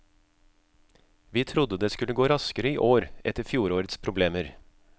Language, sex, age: Norwegian, male, 36